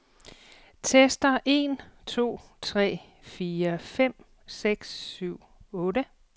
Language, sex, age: Danish, female, 48